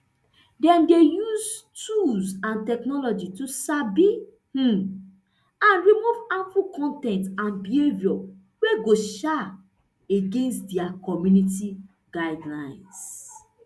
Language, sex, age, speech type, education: Nigerian Pidgin, female, 30-45, spontaneous, tertiary